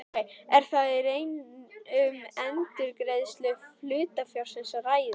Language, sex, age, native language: Icelandic, female, 11, Icelandic